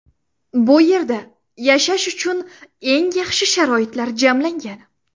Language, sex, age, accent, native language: Uzbek, female, under 19, Samarqand, Uzbek